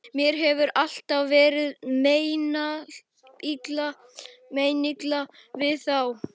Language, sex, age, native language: Icelandic, male, 11, Icelandic